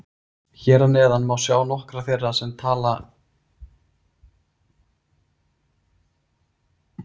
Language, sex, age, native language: Icelandic, male, 30-39, Icelandic